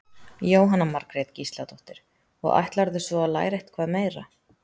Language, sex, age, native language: Icelandic, female, 30-39, Icelandic